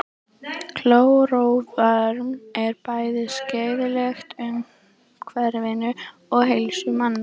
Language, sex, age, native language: Icelandic, female, 18-19, Icelandic